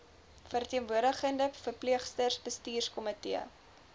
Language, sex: Afrikaans, female